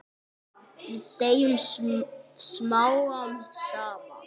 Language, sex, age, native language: Icelandic, male, 9, Icelandic